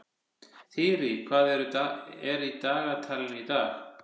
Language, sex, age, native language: Icelandic, male, 50-59, Icelandic